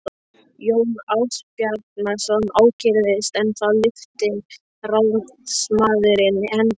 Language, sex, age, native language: Icelandic, male, 13, Icelandic